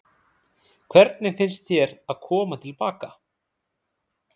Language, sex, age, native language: Icelandic, male, 30-39, Icelandic